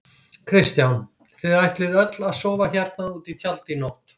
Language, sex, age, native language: Icelandic, female, 60-69, Icelandic